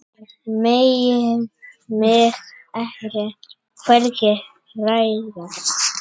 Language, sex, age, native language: Icelandic, male, 7, Icelandic